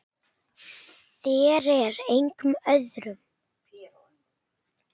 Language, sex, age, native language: Icelandic, male, 8, Icelandic